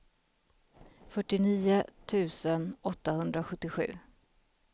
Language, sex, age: Swedish, female, 33